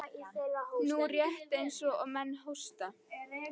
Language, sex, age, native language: Icelandic, female, 11, Icelandic